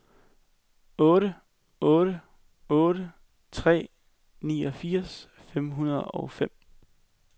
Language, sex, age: Danish, male, 21